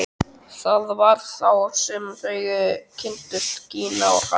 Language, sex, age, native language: Icelandic, male, 12, Icelandic